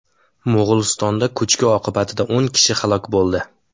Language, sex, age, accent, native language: Uzbek, male, 18-24, Samarqand, Uzbek